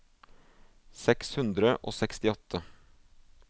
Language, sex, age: Norwegian, male, 24